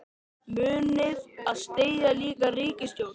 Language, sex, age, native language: Icelandic, male, 13, Icelandic